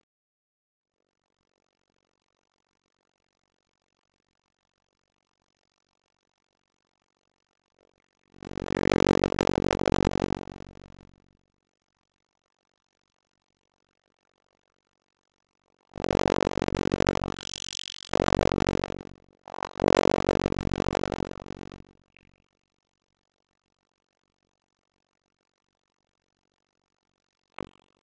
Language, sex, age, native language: Icelandic, male, 60-69, Icelandic